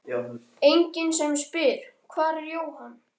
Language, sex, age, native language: Icelandic, male, 13, Icelandic